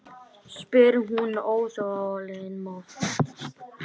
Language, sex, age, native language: Icelandic, female, 30-39, Icelandic